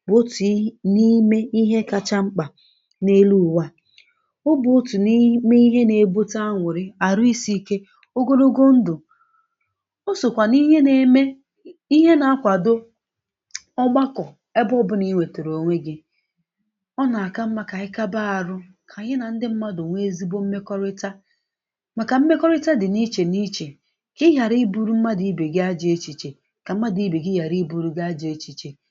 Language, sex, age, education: Igbo, female, 15-29, secondary